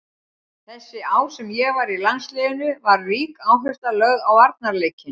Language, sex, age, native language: Icelandic, female, 60-69, Icelandic